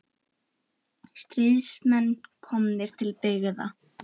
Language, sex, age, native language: Icelandic, female, 18-19, Icelandic